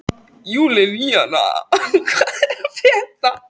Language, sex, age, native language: Icelandic, other, 13, Icelandic